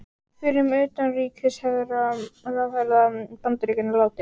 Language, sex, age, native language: Icelandic, female, 18-19, Icelandic